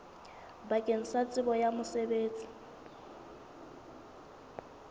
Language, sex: Southern Sotho, female